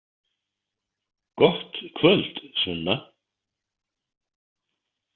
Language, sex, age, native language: Icelandic, male, 50-59, Icelandic